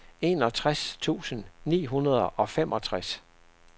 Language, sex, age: Danish, male, 67